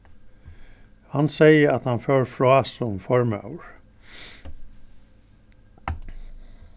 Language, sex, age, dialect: Faroese, male, 61+, Norðurstreymoy/Eysturoy